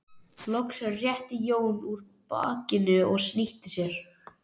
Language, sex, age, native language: Icelandic, male, 11, Icelandic